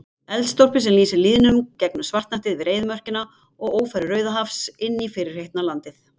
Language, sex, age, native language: Icelandic, female, 50-59, Icelandic